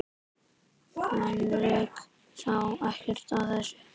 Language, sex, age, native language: Icelandic, male, 10, Icelandic